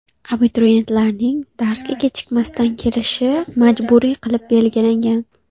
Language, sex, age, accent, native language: Uzbek, female, 18-24, Xorazm, Uzbek